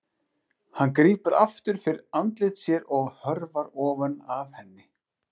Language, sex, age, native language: Icelandic, male, 40-49, Icelandic